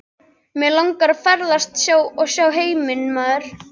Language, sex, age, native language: Icelandic, other, 12, Icelandic